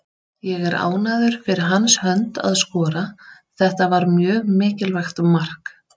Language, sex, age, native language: Icelandic, female, 30-39, Icelandic